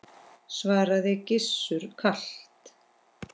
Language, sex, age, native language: Icelandic, female, 10, Icelandic